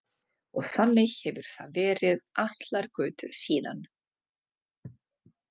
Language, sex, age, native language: Icelandic, female, 40-49, Czech